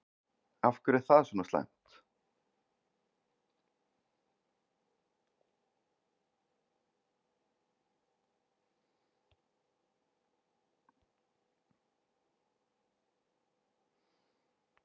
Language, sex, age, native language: Icelandic, male, 40-49, Icelandic